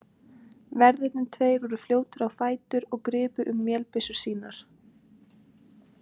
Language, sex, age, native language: Icelandic, female, 20-29, Icelandic